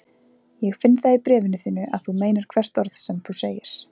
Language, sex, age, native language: Icelandic, female, 20-29, Icelandic